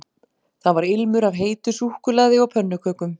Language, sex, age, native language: Icelandic, female, 40-49, Icelandic